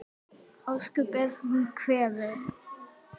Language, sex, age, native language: Icelandic, female, 9, Icelandic